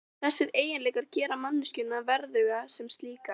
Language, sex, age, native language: Icelandic, female, 12, Icelandic